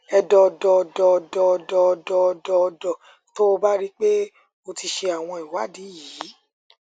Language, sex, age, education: Yoruba, female, 30-45, tertiary